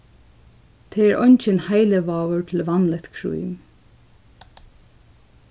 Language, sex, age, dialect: Faroese, female, 15-35, Suðurstreymoy